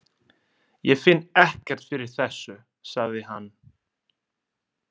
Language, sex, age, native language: Icelandic, male, 20-29, Italian